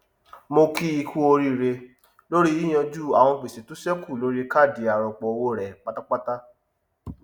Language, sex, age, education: Yoruba, male, 30-45, tertiary